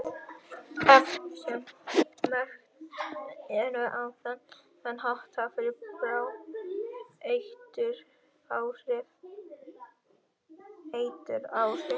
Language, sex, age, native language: Icelandic, female, 18-19, Icelandic